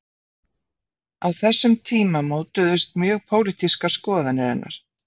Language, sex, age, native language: Icelandic, female, 50-59, Icelandic